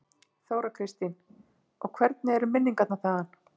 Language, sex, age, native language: Icelandic, female, 50-59, Icelandic